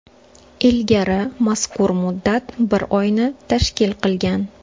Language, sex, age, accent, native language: Uzbek, female, 25-34, Toshkent shahri, Uzbek